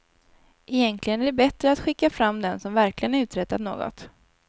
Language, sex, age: Swedish, female, 19